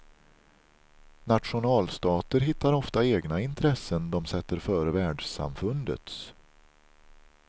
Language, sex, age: Swedish, male, 43